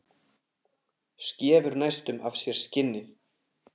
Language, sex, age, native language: Icelandic, male, 30-39, Icelandic